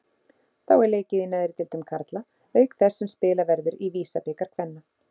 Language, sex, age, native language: Icelandic, female, 30-39, Icelandic